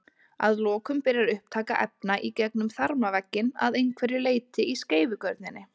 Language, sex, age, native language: Icelandic, female, 20-29, Icelandic